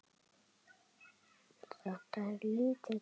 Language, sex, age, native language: Icelandic, male, 7, Icelandic